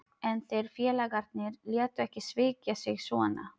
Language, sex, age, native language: Icelandic, female, 30-39, Filipino